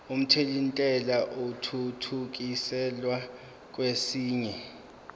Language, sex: Zulu, male